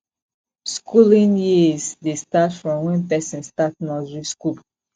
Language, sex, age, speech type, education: Nigerian Pidgin, female, 15-29, spontaneous, tertiary